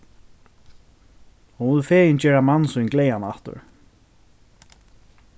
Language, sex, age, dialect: Faroese, male, 15-35, Norðurstreymoy/Eysturoy